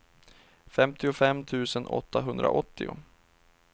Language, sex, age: Swedish, male, 31